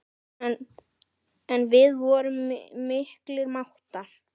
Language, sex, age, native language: Icelandic, female, 9, Icelandic